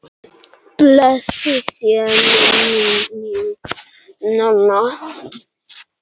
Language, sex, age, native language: Icelandic, male, 9, Icelandic